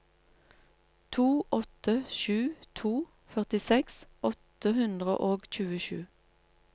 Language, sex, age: Norwegian, female, 47